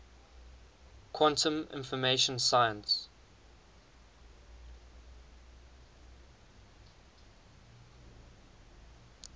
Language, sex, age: English, male, 19